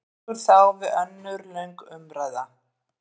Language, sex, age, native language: Icelandic, female, 50-59, Icelandic